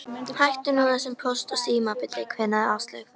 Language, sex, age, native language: Icelandic, female, 13, Icelandic